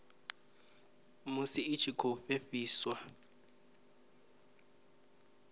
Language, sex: Venda, male